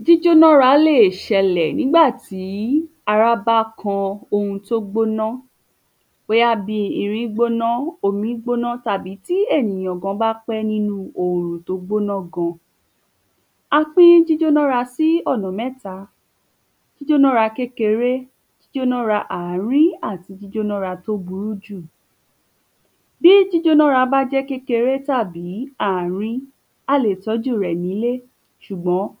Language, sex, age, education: Yoruba, female, 15-29, tertiary